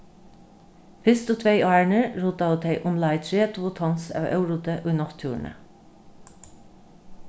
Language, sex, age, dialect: Faroese, female, 36-60, Norðurstreymoy/Eysturoy